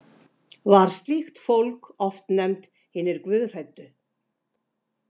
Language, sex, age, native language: Icelandic, female, 60-69, Icelandic